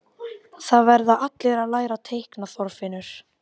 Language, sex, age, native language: Icelandic, female, 12, Icelandic